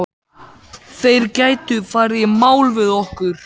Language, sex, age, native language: Icelandic, male, 14, Icelandic